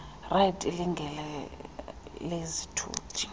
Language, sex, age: Xhosa, female, 35